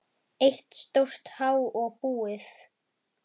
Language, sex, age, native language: Icelandic, female, 10, Icelandic